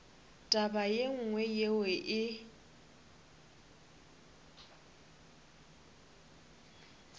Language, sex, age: Northern Sotho, female, 27